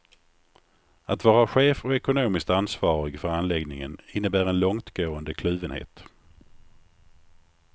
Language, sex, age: Swedish, male, 49